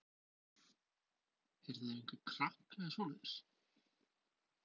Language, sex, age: Icelandic, male, 20-29